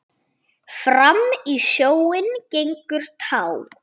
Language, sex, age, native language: Icelandic, female, 9, Icelandic